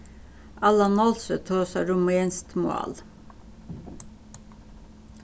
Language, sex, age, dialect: Faroese, female, 36-60, Suðurstreymoy